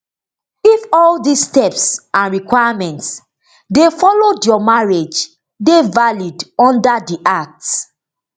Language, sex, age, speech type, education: Nigerian Pidgin, female, 30-45, spontaneous, tertiary